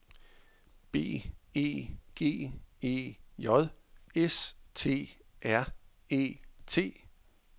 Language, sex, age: Danish, male, 41